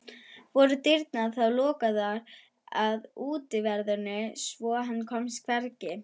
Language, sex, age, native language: Icelandic, female, 11, German